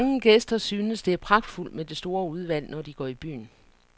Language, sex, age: Danish, female, 49